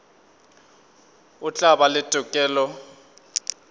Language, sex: Northern Sotho, male